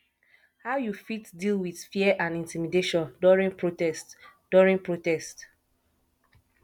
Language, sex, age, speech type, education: Nigerian Pidgin, female, 15-29, spontaneous, tertiary